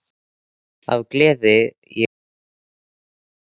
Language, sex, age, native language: Icelandic, male, 13, Icelandic